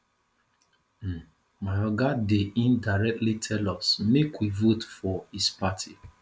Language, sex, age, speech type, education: Nigerian Pidgin, male, 30-45, spontaneous, tertiary